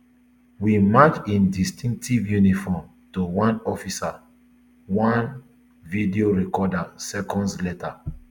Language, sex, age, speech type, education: Nigerian Pidgin, male, 30-45, spontaneous, tertiary